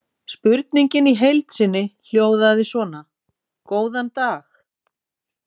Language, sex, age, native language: Icelandic, female, 40-49, Icelandic